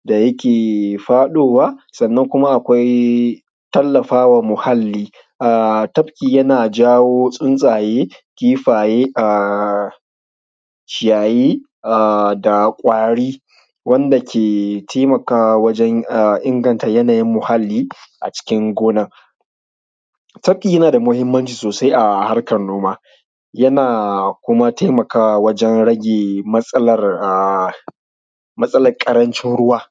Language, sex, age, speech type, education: Hausa, male, 15-29, spontaneous, primary